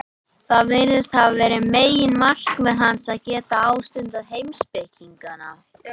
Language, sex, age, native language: Icelandic, male, 18-19, Icelandic